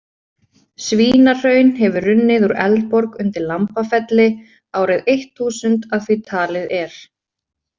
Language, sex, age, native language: Icelandic, female, 20-29, Icelandic